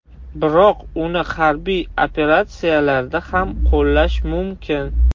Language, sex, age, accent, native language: Uzbek, male, 18-24, Toshkent shahri, Russian